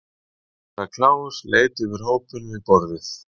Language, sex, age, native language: Icelandic, male, 50-59, Icelandic